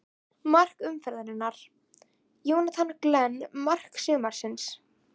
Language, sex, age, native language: Icelandic, female, 11, Icelandic